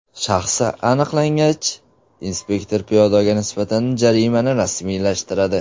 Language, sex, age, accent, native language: Uzbek, male, 18-24, Surxondaryo, Uzbek